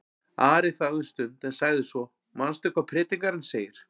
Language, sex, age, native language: Icelandic, male, 40-49, Icelandic